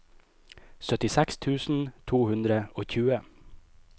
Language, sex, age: Norwegian, male, 25